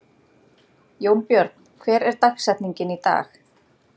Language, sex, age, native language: Icelandic, female, 30-39, Icelandic